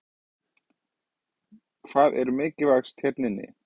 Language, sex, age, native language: Icelandic, male, 20-29, Icelandic